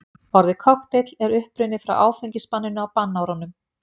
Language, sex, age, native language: Icelandic, female, 50-59, Icelandic